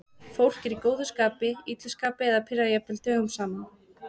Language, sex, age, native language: Icelandic, female, 20-29, Icelandic